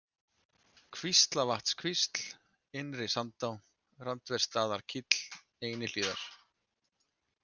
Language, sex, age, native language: Icelandic, male, 30-39, Icelandic